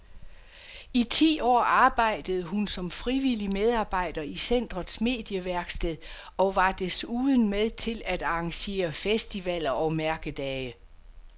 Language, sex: Danish, female